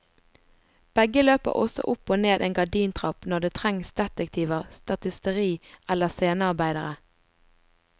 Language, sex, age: Norwegian, female, 20